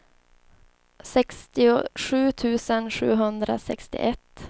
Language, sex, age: Swedish, female, 24